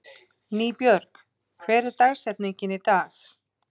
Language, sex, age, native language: Icelandic, male, 20-29, Icelandic